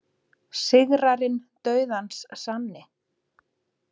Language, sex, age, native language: Icelandic, female, 30-39, Icelandic